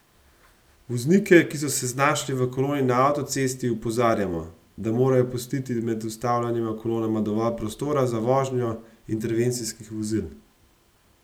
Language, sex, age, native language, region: Slovenian, male, 30-49, Slovenian, Gorenjska region